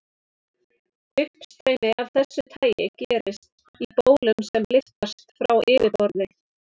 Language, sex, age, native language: Icelandic, female, 30-39, Icelandic